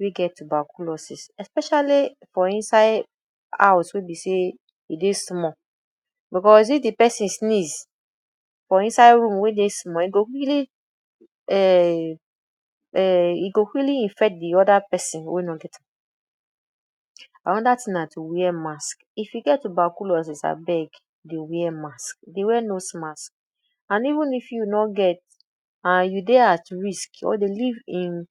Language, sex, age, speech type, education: Nigerian Pidgin, female, 30-45, spontaneous, tertiary